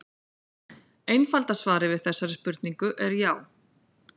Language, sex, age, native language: Icelandic, female, 40-49, Icelandic